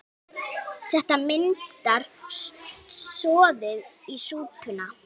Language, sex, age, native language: Icelandic, female, 8, Icelandic